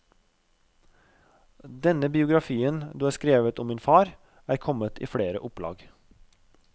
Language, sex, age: Norwegian, male, 32